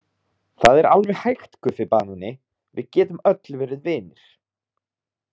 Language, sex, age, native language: Icelandic, male, 30-39, Icelandic